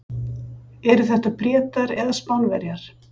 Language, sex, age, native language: Icelandic, female, 60-69, Icelandic